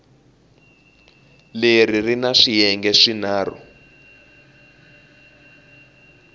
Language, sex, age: Tsonga, male, 18